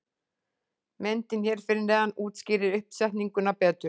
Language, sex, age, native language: Icelandic, female, 40-49, Icelandic